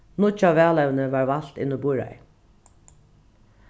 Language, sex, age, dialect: Faroese, female, 36-60, Norðuroyggjar